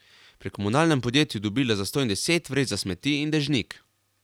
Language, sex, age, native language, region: Slovenian, male, 18-29, Slovenian, Carinthia region